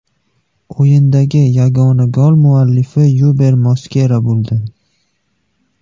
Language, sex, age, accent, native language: Uzbek, male, 18-24, Qashqadaryo, Uzbek